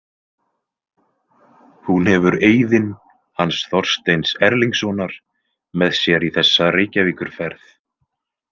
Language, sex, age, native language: Icelandic, male, 20-29, Icelandic